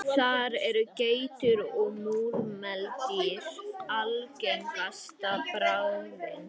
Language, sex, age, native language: Icelandic, female, 50-59, Icelandic